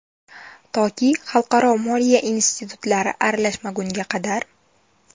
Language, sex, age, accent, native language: Uzbek, female, 19-29, Toshkent viloyati, Uzbek